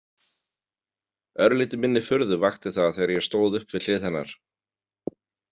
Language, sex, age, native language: Icelandic, male, 40-49, Icelandic